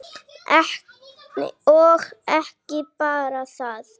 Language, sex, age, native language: Icelandic, female, 8, Icelandic